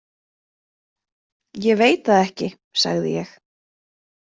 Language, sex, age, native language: Icelandic, female, 20-29, Icelandic